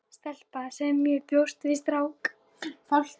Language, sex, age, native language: Icelandic, female, 13, Icelandic